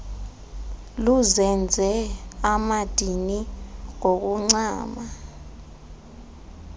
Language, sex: Xhosa, female